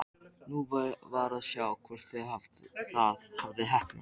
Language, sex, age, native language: Icelandic, male, 13, Icelandic